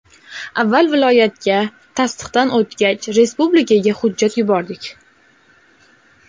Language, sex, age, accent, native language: Uzbek, female, 18-24, Andijon, Uzbek